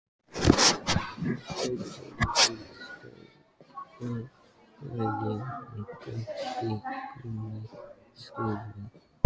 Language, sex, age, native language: Icelandic, male, 14, Icelandic